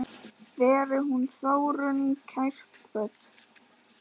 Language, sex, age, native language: Icelandic, male, 10, Icelandic